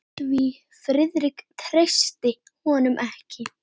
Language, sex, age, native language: Icelandic, female, 8, Icelandic